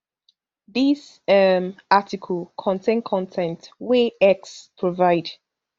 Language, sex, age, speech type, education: Nigerian Pidgin, female, 15-29, spontaneous, tertiary